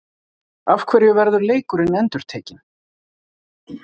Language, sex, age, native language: Icelandic, male, 40-49, Icelandic